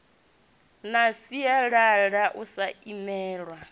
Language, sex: Venda, female